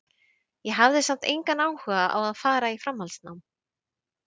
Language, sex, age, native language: Icelandic, female, 30-39, Icelandic